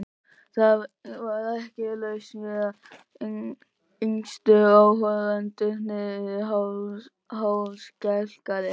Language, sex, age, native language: Icelandic, male, 13, Icelandic